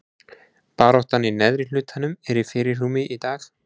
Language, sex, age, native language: Icelandic, male, 20-29, Icelandic